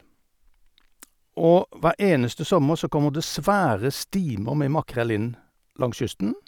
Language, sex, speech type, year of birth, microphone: Norwegian, male, spontaneous, 1952, Sennheiser